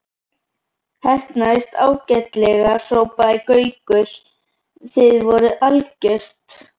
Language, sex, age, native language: Icelandic, female, 11, Icelandic